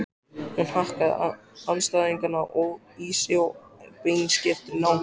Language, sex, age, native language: Icelandic, male, 14, Icelandic